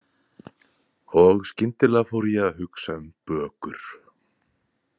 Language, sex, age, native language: Icelandic, male, 30-39, Icelandic